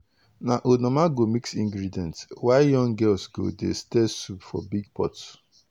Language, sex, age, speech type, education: Nigerian Pidgin, male, 30-45, spontaneous, tertiary